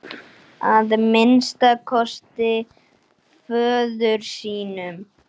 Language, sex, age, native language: Icelandic, male, 9, Icelandic